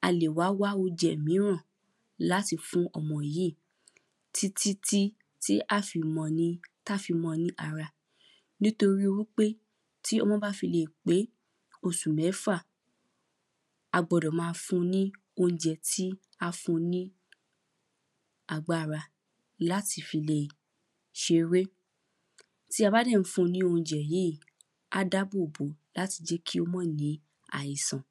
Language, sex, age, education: Yoruba, female, 15-29, primary